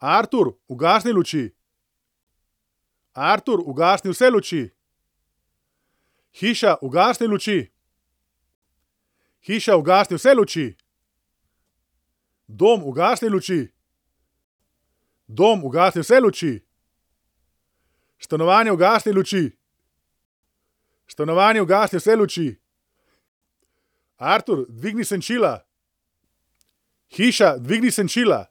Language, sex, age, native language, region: Slovenian, male, 30-49, Slovenian, Central Slovenia